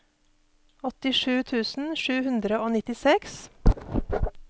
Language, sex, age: Norwegian, female, 48